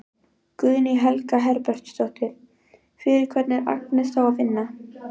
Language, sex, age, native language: Icelandic, female, 12, Icelandic